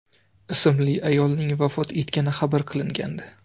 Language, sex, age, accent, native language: Uzbek, male, 25-34, Navoiy, Uzbek